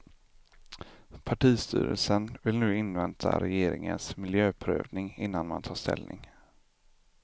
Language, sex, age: Swedish, male, 25